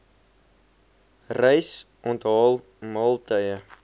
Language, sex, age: Afrikaans, male, 21